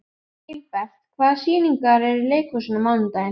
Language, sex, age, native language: Icelandic, female, 11, Icelandic